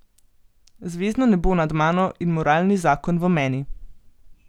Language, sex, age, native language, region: Slovenian, female, 18-29, Slovenian, Gorenjska region